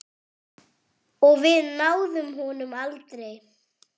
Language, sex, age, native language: Icelandic, male, 8, French